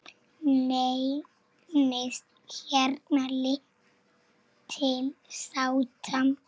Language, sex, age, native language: Icelandic, female, 7, Icelandic